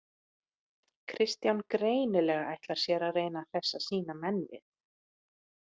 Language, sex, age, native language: Icelandic, female, 30-39, Icelandic